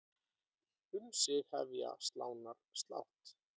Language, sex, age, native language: Icelandic, female, 8, Icelandic